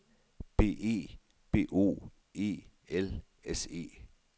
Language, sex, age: Danish, male, 51